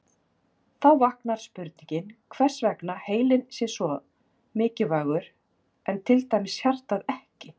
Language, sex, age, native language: Icelandic, female, 40-49, Icelandic